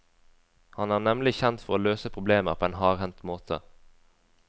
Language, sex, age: Norwegian, female, 20